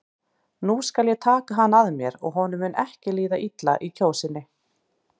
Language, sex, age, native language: Icelandic, female, 30-39, Icelandic